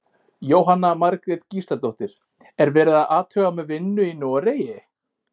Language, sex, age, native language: Icelandic, male, 18-19, Icelandic